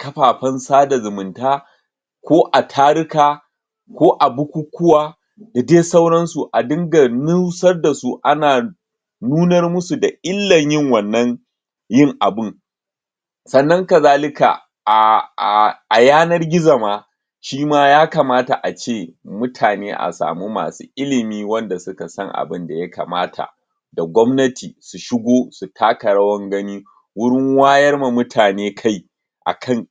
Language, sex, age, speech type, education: Hausa, male, 30-45, spontaneous, tertiary